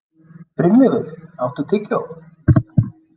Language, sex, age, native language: Icelandic, male, 30-39, Icelandic